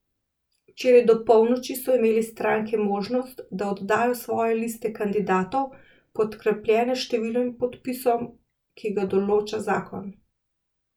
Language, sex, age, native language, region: Slovenian, female, 30-49, Slovenian, Central Slovenia